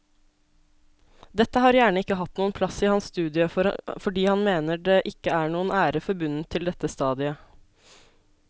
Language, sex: Norwegian, female